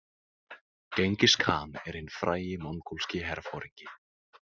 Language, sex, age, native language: Icelandic, male, 18-19, Icelandic